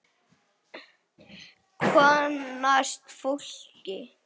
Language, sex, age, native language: Icelandic, male, 8, Icelandic